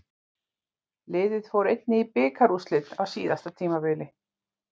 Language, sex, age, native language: Icelandic, female, 40-49, Icelandic